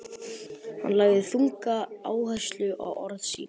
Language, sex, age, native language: Icelandic, male, 12, Icelandic